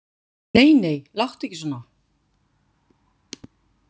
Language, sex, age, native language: Icelandic, female, 50-59, Icelandic